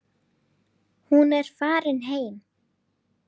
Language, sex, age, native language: Icelandic, female, 9, Icelandic